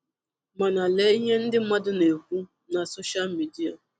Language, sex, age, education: Igbo, female, 30-45, tertiary